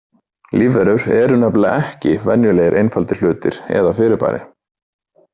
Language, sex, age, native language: Icelandic, male, 30-39, Icelandic